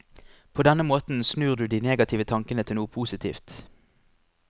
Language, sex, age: Norwegian, male, 25